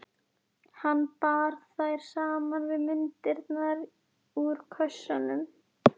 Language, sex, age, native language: Icelandic, female, 11, Icelandic